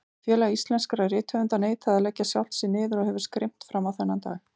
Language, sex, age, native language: Icelandic, female, 40-49, Icelandic